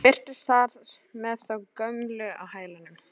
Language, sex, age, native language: Icelandic, female, 13, Icelandic